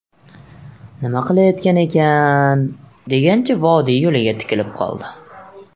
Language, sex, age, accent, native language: Uzbek, male, 18-24, Surxondaryo, Uzbek